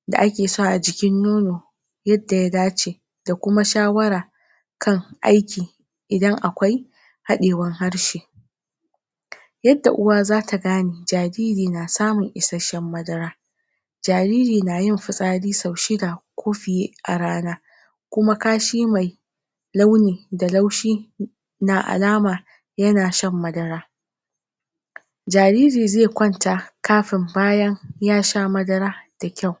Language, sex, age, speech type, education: Hausa, female, 30-45, spontaneous, tertiary